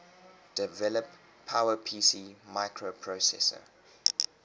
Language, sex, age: English, male, 23